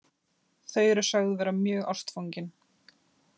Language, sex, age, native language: Icelandic, female, 30-39, Icelandic